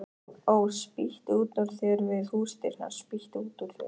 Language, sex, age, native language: Icelandic, male, 18-19, Icelandic